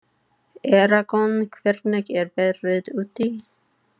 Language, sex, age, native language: Icelandic, female, 30-39, English